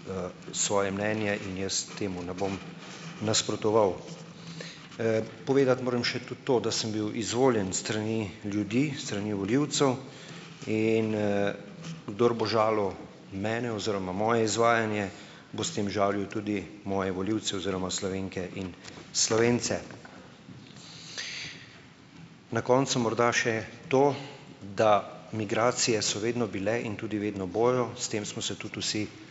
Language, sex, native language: Slovenian, male, Slovenian